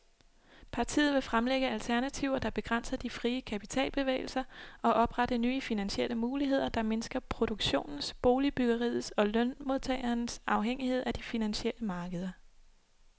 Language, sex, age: Danish, female, 26